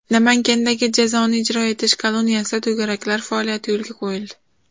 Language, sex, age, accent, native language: Uzbek, female, under 19, Farg'ona, Uzbek